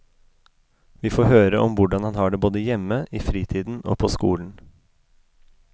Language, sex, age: Norwegian, male, 33